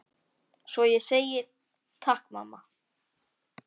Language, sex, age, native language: Icelandic, male, 10, Icelandic